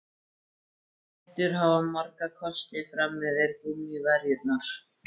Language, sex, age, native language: Icelandic, male, 14, Icelandic